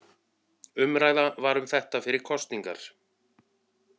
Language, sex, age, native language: Icelandic, male, 40-49, Icelandic